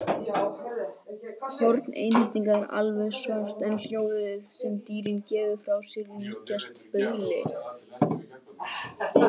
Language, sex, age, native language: Icelandic, female, 18-19, Icelandic